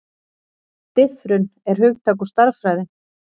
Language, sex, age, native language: Icelandic, female, 40-49, Icelandic